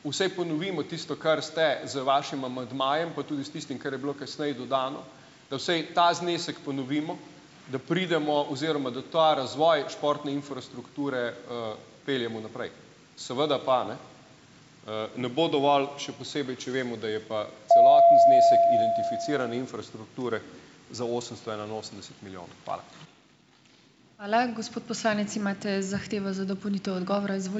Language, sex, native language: Slovenian, male, Slovenian